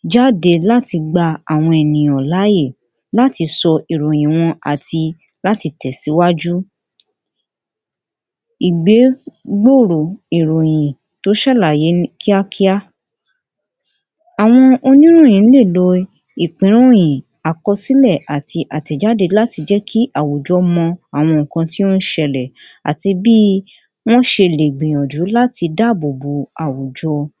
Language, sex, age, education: Yoruba, female, 60+, tertiary